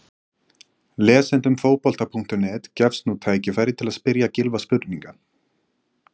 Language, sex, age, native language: Icelandic, male, 20-29, Icelandic